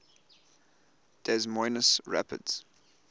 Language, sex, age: English, male, 20